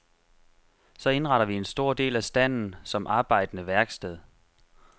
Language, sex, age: Danish, male, 25